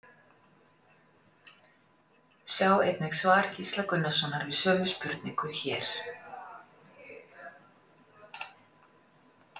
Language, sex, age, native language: Icelandic, female, 40-49, Icelandic